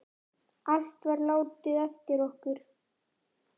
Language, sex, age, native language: Icelandic, male, 9, Icelandic